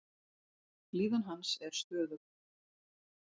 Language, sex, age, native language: Icelandic, female, 40-49, Icelandic